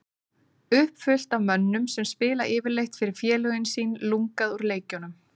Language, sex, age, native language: Icelandic, female, 30-39, Icelandic